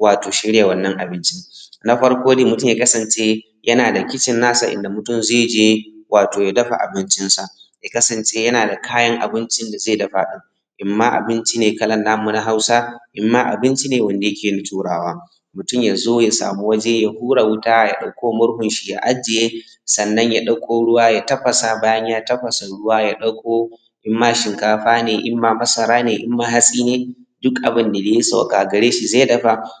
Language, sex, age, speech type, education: Hausa, male, 15-29, spontaneous, tertiary